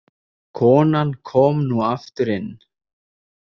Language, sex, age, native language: Icelandic, male, 30-39, Icelandic